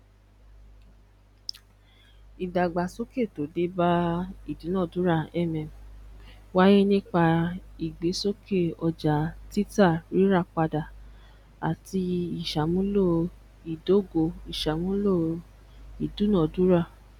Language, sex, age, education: Yoruba, female, 15-29, tertiary